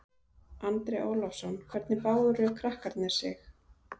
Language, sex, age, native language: Icelandic, female, 30-39, Icelandic